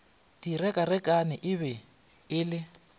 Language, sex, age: Northern Sotho, male, 25